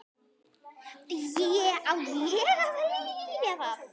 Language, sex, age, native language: Icelandic, female, 10, Icelandic